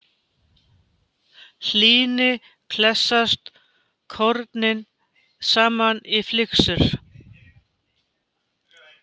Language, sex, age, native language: Icelandic, female, 50-59, Icelandic